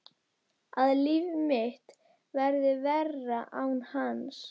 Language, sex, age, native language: Icelandic, female, 12, Icelandic